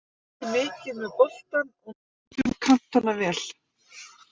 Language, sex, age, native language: Icelandic, female, 50-59, Icelandic